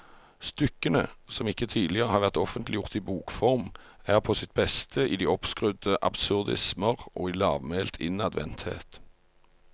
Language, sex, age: Norwegian, male, 45